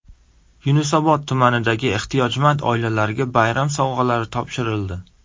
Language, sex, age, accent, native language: Uzbek, male, 18-24, Surxondaryo, Uzbek